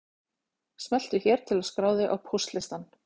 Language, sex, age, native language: Icelandic, female, 40-49, Icelandic